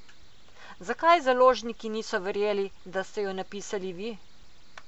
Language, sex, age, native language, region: Slovenian, female, 50-59, Slovenian, Coastal Karst region